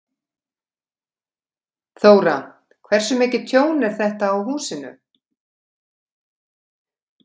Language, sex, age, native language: Icelandic, female, 50-59, Icelandic